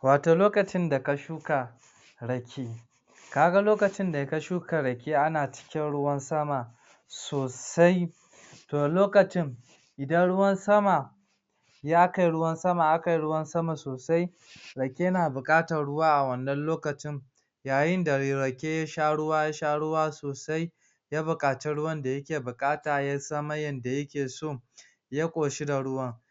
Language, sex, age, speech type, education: Hausa, male, 46-60, spontaneous, tertiary